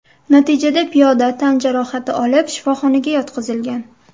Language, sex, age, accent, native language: Uzbek, female, 18-24, Surxondaryo, Uzbek